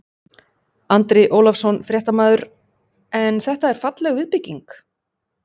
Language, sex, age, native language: Icelandic, female, 30-39, Icelandic